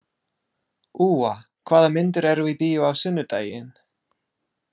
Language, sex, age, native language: Icelandic, male, 30-39, English